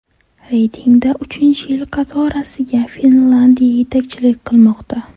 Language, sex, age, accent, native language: Uzbek, female, 12-17, Navoiy, Uzbek